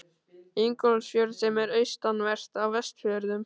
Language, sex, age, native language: Icelandic, male, 13, Icelandic